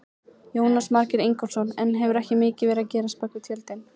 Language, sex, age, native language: Icelandic, female, 20-29, Icelandic